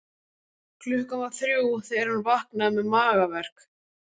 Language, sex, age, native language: Icelandic, male, 12, Icelandic